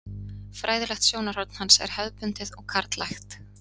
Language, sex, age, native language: Icelandic, female, 30-39, Icelandic